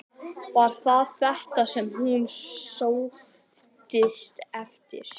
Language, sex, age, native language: Icelandic, male, 11, Icelandic